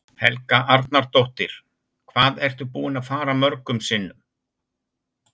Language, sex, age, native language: Icelandic, male, 60-69, Icelandic